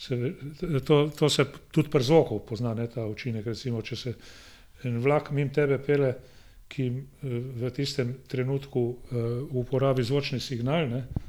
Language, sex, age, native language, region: Slovenian, male, 60+, Slovenian, Gorenjska region